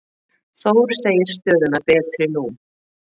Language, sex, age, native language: Icelandic, female, 40-49, Icelandic